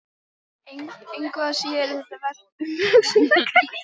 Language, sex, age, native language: Icelandic, female, 18-19, Icelandic